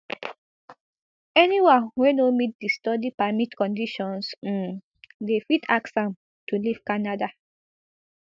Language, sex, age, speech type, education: Nigerian Pidgin, female, 15-29, spontaneous, tertiary